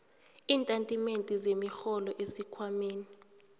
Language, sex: South Ndebele, female